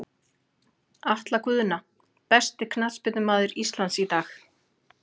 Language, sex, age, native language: Icelandic, female, 40-49, Icelandic